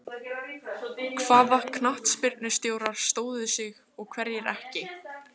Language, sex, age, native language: Icelandic, female, 15, Icelandic